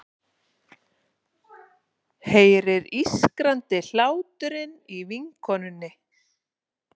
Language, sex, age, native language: Icelandic, female, 40-49, Icelandic